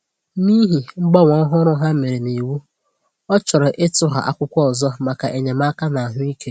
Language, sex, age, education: Igbo, female, 15-29, tertiary